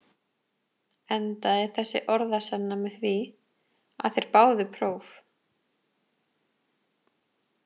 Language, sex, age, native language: Icelandic, female, 20-29, Icelandic